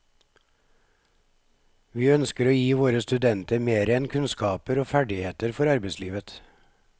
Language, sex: Norwegian, male